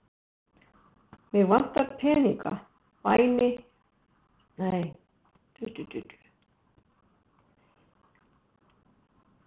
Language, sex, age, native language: Icelandic, female, 60-69, Icelandic